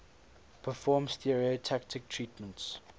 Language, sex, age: English, male, 22